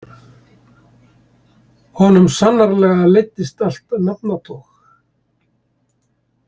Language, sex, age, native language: Icelandic, male, 70-79, Icelandic